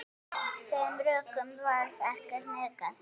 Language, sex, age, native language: Icelandic, female, 9, Icelandic